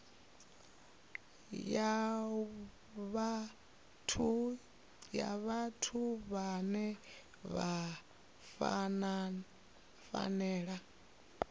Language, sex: Venda, female